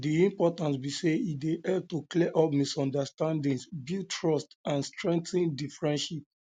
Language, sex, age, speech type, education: Nigerian Pidgin, male, 30-45, spontaneous, tertiary